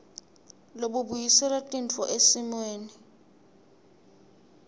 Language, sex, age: Swati, female, 21